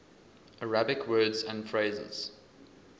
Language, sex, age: English, male, 20